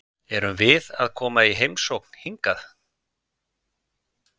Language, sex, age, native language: Icelandic, male, 50-59, Icelandic